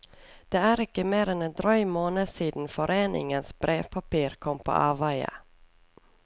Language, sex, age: Norwegian, female, 24